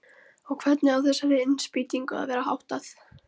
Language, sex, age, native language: Icelandic, female, 13, Icelandic